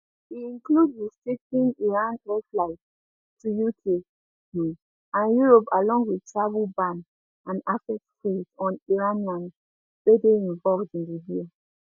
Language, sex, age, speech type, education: Nigerian Pidgin, female, 15-29, spontaneous, tertiary